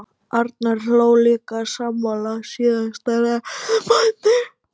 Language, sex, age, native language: Icelandic, male, 12, Icelandic